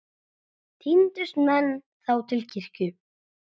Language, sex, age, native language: Icelandic, male, 9, Icelandic